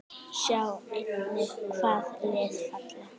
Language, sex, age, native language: Icelandic, female, 9, Icelandic